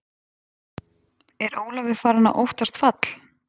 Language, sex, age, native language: Icelandic, female, 20-29, Icelandic